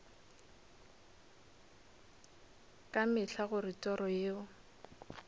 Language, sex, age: Northern Sotho, female, 26